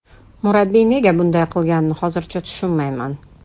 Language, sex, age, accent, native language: Uzbek, female, 35+, Toshkent shahri, Uzbek